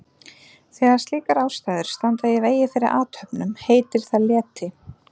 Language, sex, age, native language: Icelandic, female, 30-39, Icelandic